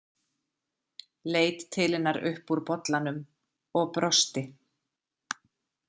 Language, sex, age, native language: Icelandic, female, 40-49, Icelandic